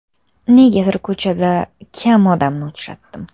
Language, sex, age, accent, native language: Uzbek, female, under 19, Toshkent shahri, Uzbek